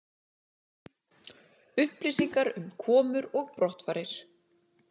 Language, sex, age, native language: Icelandic, female, 30-39, Icelandic